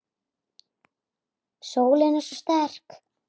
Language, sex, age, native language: Icelandic, female, 8, Icelandic